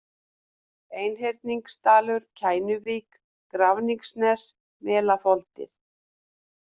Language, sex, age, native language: Icelandic, female, 50-59, Icelandic